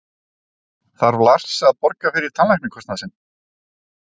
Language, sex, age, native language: Icelandic, male, 30-39, Icelandic